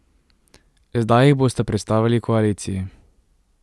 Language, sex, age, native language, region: Slovenian, male, 18-29, Slovenian, Drava region